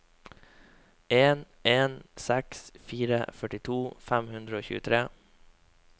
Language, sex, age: Norwegian, male, 21